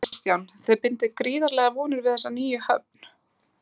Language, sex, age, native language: Icelandic, female, 20-29, Icelandic